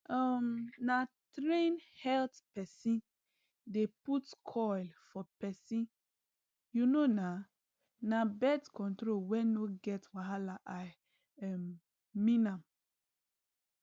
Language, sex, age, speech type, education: Nigerian Pidgin, female, 15-29, spontaneous, tertiary